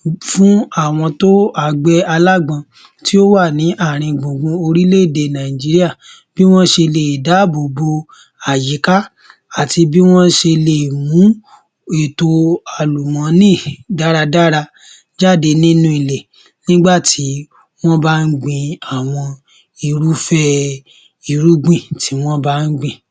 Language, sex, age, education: Yoruba, male, 15-29, tertiary